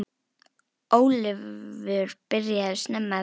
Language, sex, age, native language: Icelandic, female, 10, Icelandic